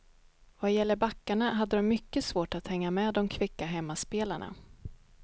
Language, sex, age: Swedish, female, 31